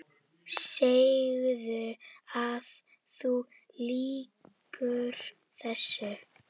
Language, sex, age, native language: Icelandic, female, 10, Icelandic